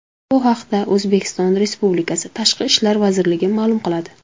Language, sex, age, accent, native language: Uzbek, female, 19-29, Samarqand, Uzbek